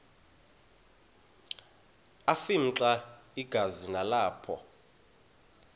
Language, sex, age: Xhosa, male, 31